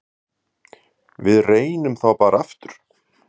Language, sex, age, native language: Icelandic, male, 50-59, Icelandic